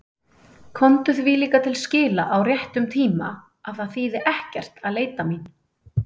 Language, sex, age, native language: Icelandic, female, 30-39, Icelandic